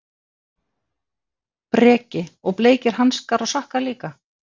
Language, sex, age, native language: Icelandic, female, 50-59, Icelandic